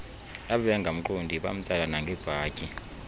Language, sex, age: Xhosa, male, 31